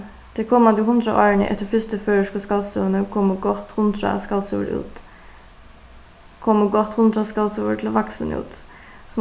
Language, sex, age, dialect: Faroese, female, 15-35, Suðuroy